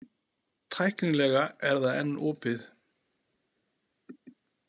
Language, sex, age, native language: Icelandic, male, 40-49, Icelandic